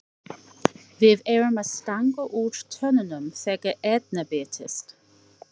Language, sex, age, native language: Icelandic, female, 40-49, English